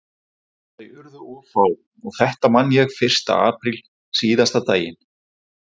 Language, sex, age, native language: Icelandic, male, 40-49, Icelandic